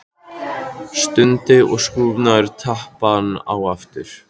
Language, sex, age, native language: Icelandic, male, 13, Icelandic